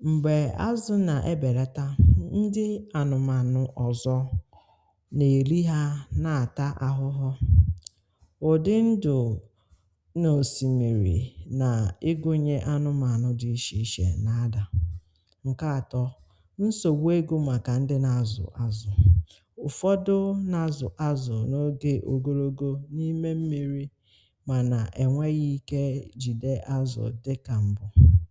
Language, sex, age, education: Igbo, female, 30-45, tertiary